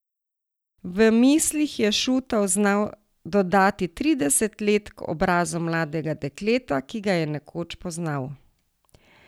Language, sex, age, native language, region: Slovenian, female, 60+, Slovenian, Savinja region